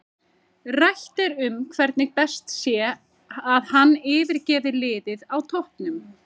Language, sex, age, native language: Icelandic, female, 30-39, Icelandic